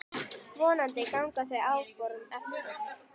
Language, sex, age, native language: Icelandic, female, 10, Icelandic